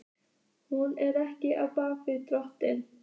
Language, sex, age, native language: Icelandic, female, 15, Icelandic